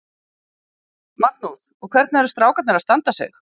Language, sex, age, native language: Icelandic, female, 50-59, Icelandic